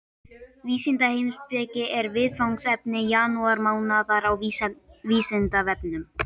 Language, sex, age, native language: Icelandic, male, 18-19, Icelandic